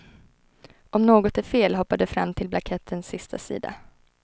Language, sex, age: Swedish, female, 21